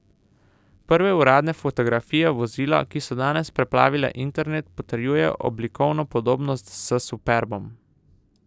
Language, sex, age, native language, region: Slovenian, male, 18-29, Slovenian, Southeast Slovenia